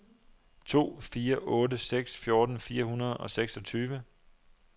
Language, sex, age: Danish, male, 27